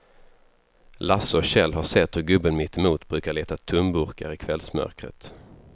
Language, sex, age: Swedish, male, 33